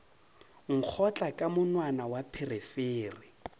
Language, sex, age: Northern Sotho, male, 30